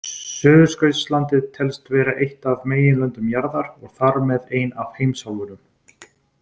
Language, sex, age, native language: Icelandic, male, 20-29, Icelandic